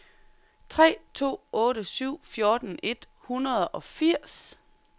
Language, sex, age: Danish, female, 30